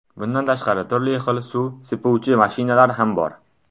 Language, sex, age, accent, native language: Uzbek, male, under 19, Buxoro, Tajik